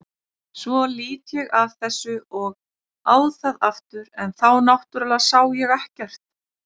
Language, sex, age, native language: Icelandic, female, 30-39, Icelandic